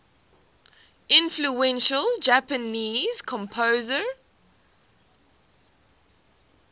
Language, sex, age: English, female, 18